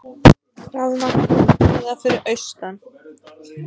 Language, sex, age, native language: Icelandic, female, 30-39, Icelandic